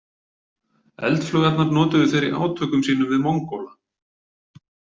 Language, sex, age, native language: Icelandic, male, 40-49, Icelandic